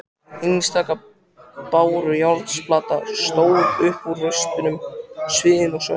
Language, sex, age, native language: Icelandic, male, 14, Icelandic